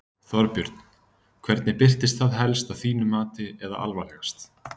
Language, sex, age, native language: Icelandic, male, 20-29, Icelandic